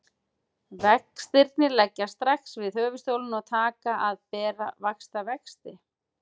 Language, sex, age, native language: Icelandic, female, 40-49, Icelandic